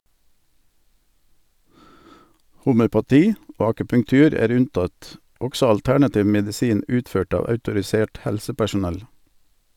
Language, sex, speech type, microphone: Norwegian, male, read, Sennheiser